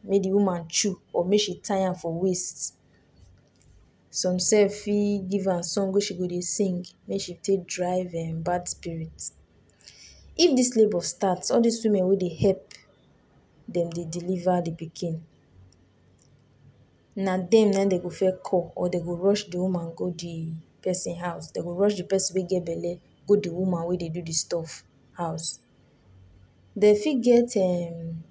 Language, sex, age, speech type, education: Nigerian Pidgin, female, 46-60, spontaneous, tertiary